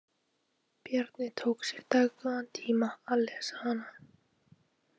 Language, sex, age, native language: Icelandic, female, 18-19, Icelandic